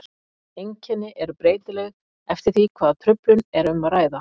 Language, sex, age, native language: Icelandic, female, 50-59, Icelandic